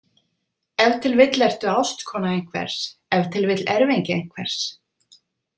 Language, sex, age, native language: Icelandic, female, 50-59, Icelandic